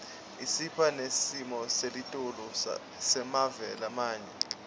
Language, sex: Swati, male